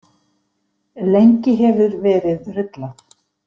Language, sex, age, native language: Icelandic, female, 50-59, Icelandic